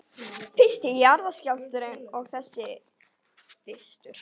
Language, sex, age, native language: Icelandic, female, 11, Icelandic